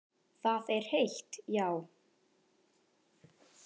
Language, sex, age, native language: Icelandic, male, 10, Icelandic